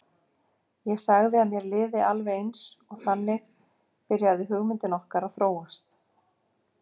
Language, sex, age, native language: Icelandic, female, 50-59, Icelandic